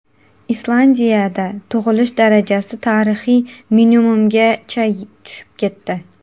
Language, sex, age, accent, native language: Uzbek, female, 18-24, Qashqadaryo, Uzbek